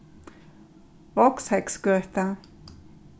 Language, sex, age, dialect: Faroese, female, 36-60, Norðurstreymoy/Eysturoy